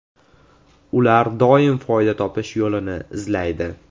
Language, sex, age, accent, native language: Uzbek, male, 18-24, Andijon, Uzbek